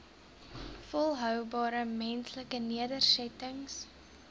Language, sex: Afrikaans, female